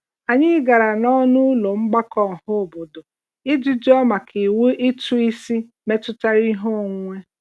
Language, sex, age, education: Igbo, female, 30-45, tertiary